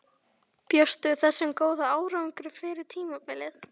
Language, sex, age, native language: Icelandic, female, 11, Icelandic